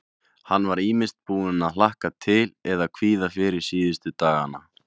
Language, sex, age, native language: Icelandic, male, 20-29, Icelandic